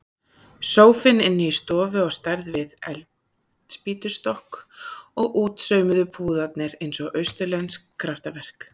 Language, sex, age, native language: Icelandic, female, 30-39, Icelandic